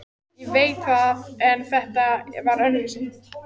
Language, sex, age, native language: Icelandic, female, 14, Icelandic